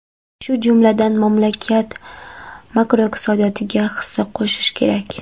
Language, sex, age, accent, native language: Uzbek, female, 12-17, Andijon, Karakalpak